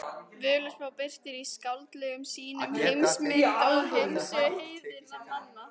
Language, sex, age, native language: Icelandic, female, 14, Icelandic